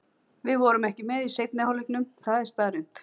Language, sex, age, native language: Icelandic, female, 40-49, Icelandic